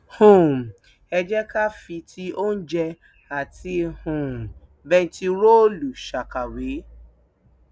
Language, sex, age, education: Yoruba, female, 30-45, tertiary